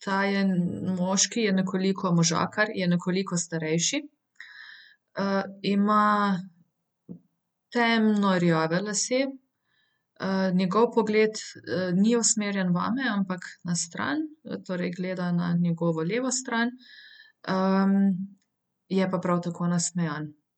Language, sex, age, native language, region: Slovenian, female, 30-49, Slovenian, Central Slovenia